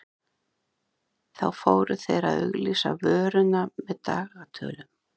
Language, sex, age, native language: Icelandic, other, 30-39, Icelandic